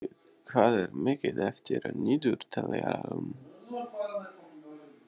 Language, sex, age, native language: Icelandic, male, 20-29, Icelandic